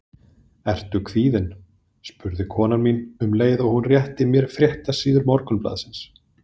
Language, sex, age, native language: Icelandic, male, 30-39, Icelandic